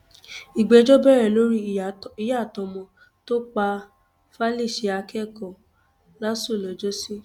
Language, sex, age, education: Yoruba, female, 15-29, tertiary